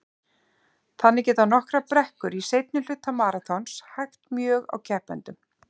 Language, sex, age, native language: Icelandic, female, 50-59, Icelandic